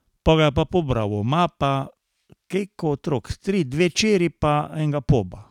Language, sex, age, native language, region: Slovenian, male, 60+, Slovenian, Carinthia region